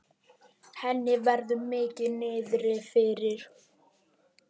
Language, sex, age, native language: Icelandic, male, 10, Icelandic